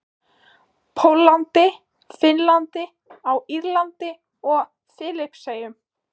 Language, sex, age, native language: Icelandic, female, 15, Icelandic